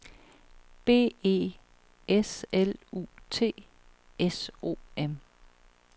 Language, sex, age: Danish, female, 38